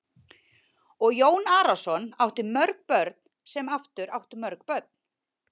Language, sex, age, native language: Icelandic, female, 30-39, Icelandic